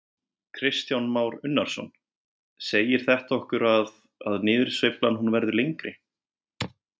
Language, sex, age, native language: Icelandic, male, 20-29, Icelandic